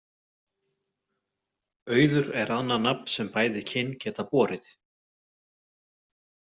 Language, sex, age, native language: Icelandic, male, 40-49, Icelandic